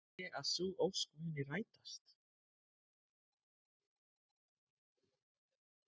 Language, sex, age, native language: Icelandic, male, 30-39, Icelandic